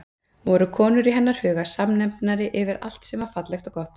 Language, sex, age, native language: Icelandic, female, 30-39, Icelandic